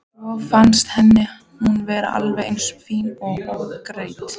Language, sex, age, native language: Icelandic, female, 14, Icelandic